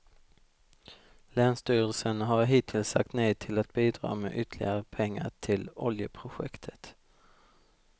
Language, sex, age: Swedish, male, 32